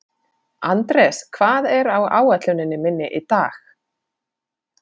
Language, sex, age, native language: Icelandic, female, 40-49, Finnish